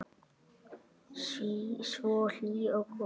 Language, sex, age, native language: Icelandic, male, 8, Icelandic